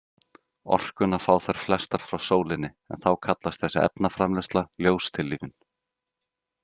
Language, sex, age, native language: Icelandic, male, 30-39, Icelandic